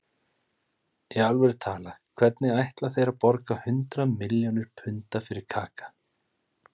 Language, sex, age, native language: Icelandic, male, 30-39, Icelandic